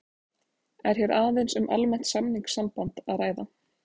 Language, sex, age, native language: Icelandic, female, 20-29, Icelandic